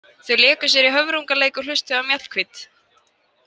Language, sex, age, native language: Icelandic, female, 20-29, Icelandic